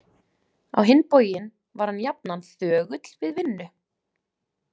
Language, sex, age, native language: Icelandic, female, 20-29, Icelandic